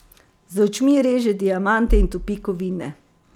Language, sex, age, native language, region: Slovenian, female, 50-59, Slovenian, Savinja region